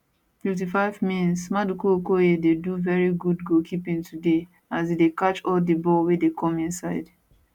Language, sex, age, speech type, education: Nigerian Pidgin, female, 15-29, spontaneous, tertiary